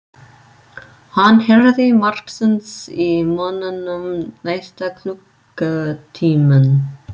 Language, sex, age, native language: Icelandic, female, 30-39, English